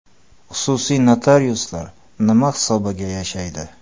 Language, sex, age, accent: Uzbek, male, 25-34, Qoraqalpog'iston